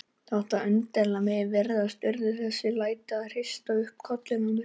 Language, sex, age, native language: Icelandic, male, 18-19, Icelandic